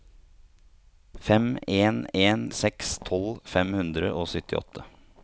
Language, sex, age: Norwegian, male, 30